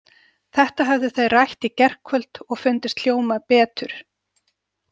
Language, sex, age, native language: Icelandic, female, 40-49, Icelandic